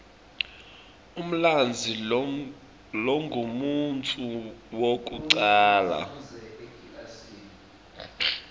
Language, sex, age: Swati, male, 24